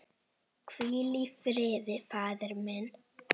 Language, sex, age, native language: Icelandic, female, 9, Icelandic